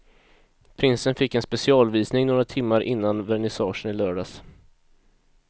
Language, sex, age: Swedish, male, 22